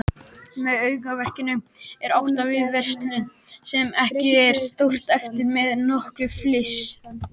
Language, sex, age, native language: Icelandic, male, 18-19, Icelandic